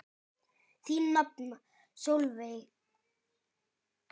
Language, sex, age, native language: Icelandic, male, 10, Icelandic